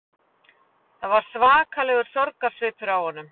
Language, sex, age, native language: Icelandic, female, 40-49, Icelandic